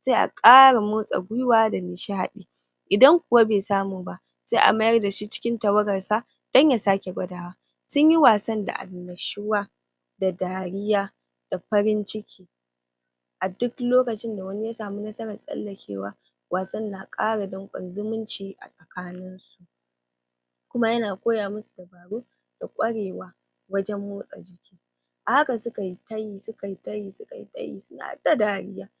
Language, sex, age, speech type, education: Hausa, female, 15-29, spontaneous, primary